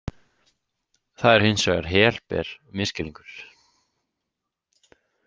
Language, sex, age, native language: Icelandic, male, 18-19, Icelandic